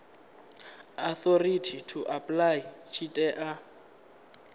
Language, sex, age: Venda, male, 19